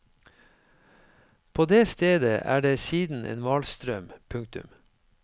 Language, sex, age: Norwegian, male, 53